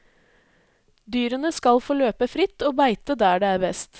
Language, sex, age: Norwegian, female, 20